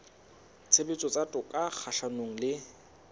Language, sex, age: Southern Sotho, male, 22